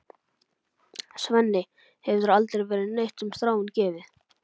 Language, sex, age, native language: Icelandic, male, 11, Icelandic